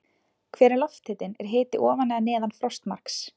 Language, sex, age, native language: Icelandic, female, 20-29, Icelandic